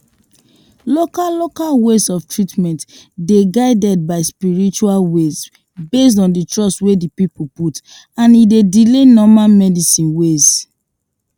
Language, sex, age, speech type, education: Nigerian Pidgin, female, 30-45, spontaneous, tertiary